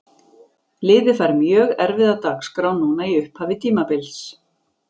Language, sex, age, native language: Icelandic, female, 40-49, Icelandic